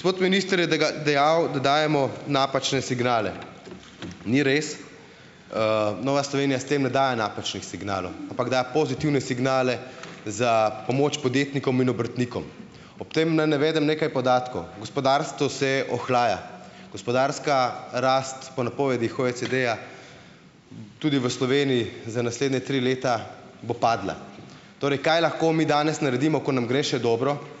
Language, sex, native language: Slovenian, male, Slovenian